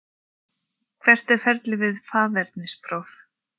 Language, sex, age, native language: Icelandic, female, 40-49, Icelandic